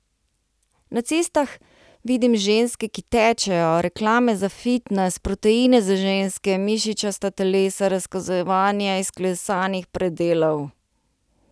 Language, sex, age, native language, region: Slovenian, female, 30-49, Slovenian, Central Slovenia